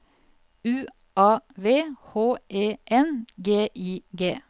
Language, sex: Norwegian, female